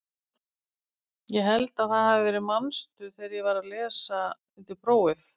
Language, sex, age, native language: Icelandic, female, 50-59, Icelandic